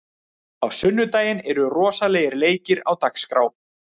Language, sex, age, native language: Icelandic, male, 30-39, Icelandic